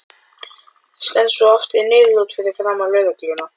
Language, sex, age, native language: Icelandic, male, 12, Icelandic